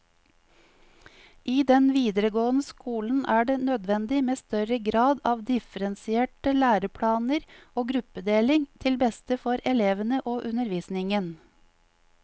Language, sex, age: Norwegian, female, 50